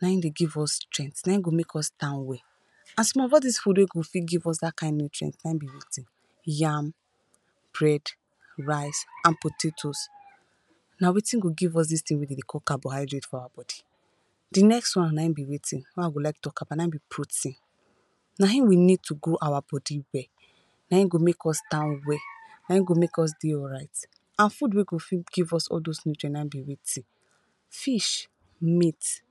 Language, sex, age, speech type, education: Nigerian Pidgin, female, 15-29, spontaneous, tertiary